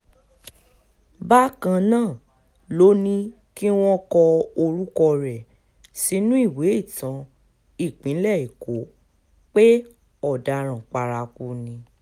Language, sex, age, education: Yoruba, female, 15-29, tertiary